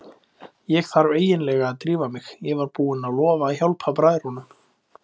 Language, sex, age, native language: Icelandic, male, 20-29, Icelandic